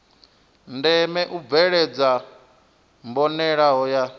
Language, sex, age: Venda, male, 23